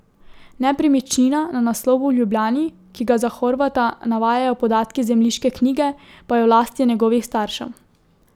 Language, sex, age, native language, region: Slovenian, female, 18-29, Slovenian, Drava region